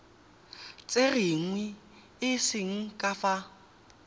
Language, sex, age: Tswana, male, 18